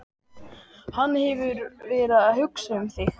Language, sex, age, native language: Icelandic, male, 12, Icelandic